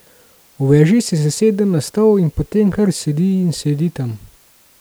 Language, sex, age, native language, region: Slovenian, male, 18-29, Slovenian, Gorenjska region